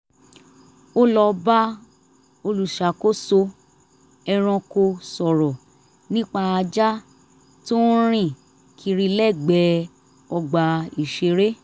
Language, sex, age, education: Yoruba, female, 30-45, tertiary